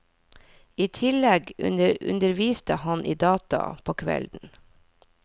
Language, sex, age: Norwegian, female, 40